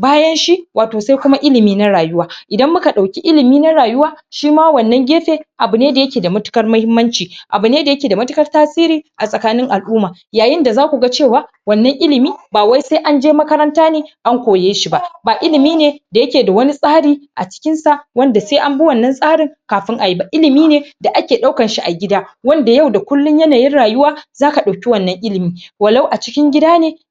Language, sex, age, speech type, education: Hausa, male, 15-29, spontaneous, secondary